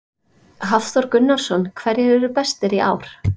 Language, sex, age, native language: Icelandic, female, 30-39, Icelandic